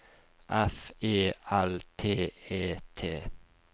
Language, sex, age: Norwegian, male, 48